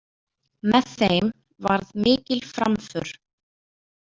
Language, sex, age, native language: Icelandic, female, 20-29, Icelandic